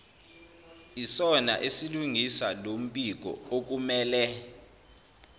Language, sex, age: Zulu, male, 29